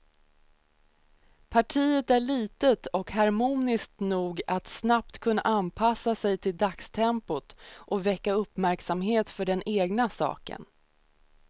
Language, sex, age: Swedish, female, 30